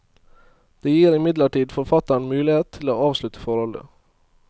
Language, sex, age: Norwegian, male, 22